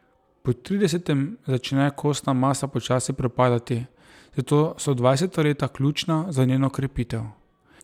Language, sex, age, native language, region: Slovenian, male, 30-49, Slovenian, Drava region